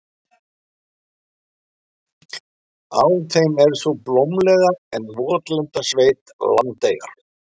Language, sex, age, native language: Icelandic, male, 60-69, Icelandic